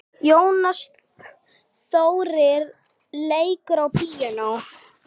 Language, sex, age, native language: Icelandic, female, 8, Icelandic